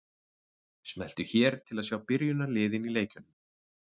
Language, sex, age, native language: Icelandic, male, 40-49, Icelandic